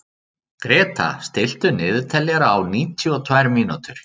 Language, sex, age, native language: Icelandic, male, 30-39, Icelandic